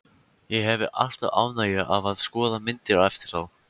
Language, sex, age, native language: Icelandic, male, 14, Icelandic